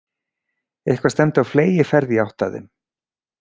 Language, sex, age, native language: Icelandic, male, 40-49, Icelandic